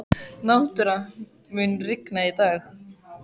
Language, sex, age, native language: Icelandic, male, 14, Icelandic